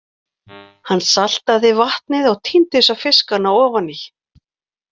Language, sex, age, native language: Icelandic, female, 40-49, Icelandic